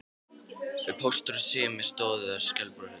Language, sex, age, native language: Icelandic, male, 12, Icelandic